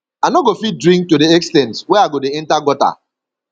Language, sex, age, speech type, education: Nigerian Pidgin, male, 30-45, spontaneous, secondary